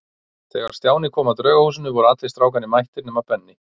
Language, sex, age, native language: Icelandic, male, 40-49, Icelandic